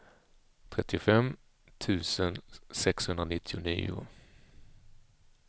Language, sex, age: Swedish, male, 35